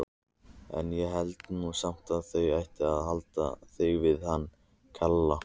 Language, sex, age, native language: Icelandic, male, 30-39, Icelandic